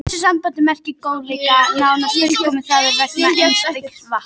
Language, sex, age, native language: Icelandic, female, 18-19, Icelandic